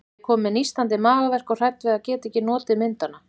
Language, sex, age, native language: Icelandic, female, 40-49, Icelandic